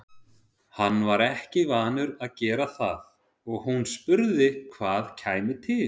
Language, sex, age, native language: Icelandic, male, 30-39, Icelandic